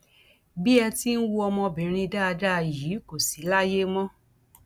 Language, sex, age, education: Yoruba, female, 46-60, tertiary